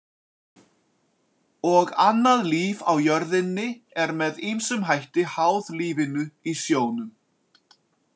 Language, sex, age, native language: Icelandic, male, 40-49, Icelandic